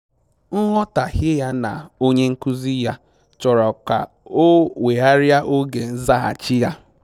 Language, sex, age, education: Igbo, male, 15-29, tertiary